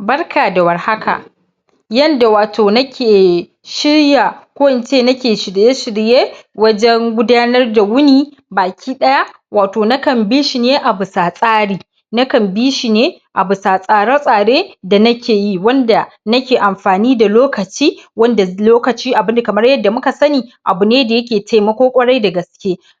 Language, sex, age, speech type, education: Hausa, male, 15-29, spontaneous, primary